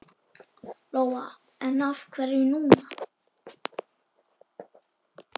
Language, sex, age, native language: Icelandic, male, 8, Icelandic